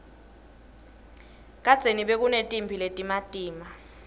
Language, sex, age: Swati, female, 21